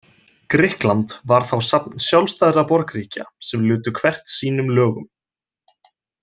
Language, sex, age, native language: Icelandic, male, 20-29, Icelandic